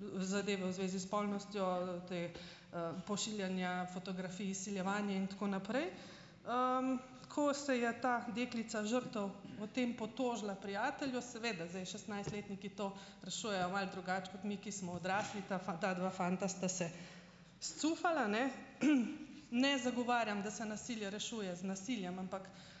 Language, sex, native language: Slovenian, female, Slovenian